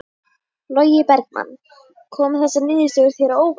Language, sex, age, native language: Icelandic, female, 11, Icelandic